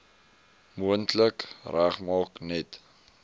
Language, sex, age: Afrikaans, male, 20